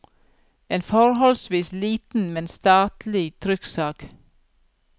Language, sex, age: Norwegian, female, 42